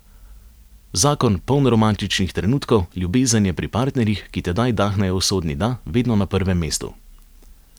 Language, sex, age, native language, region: Slovenian, male, 30-49, Slovenian, Savinja region